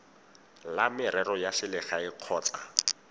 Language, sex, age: Tswana, male, 18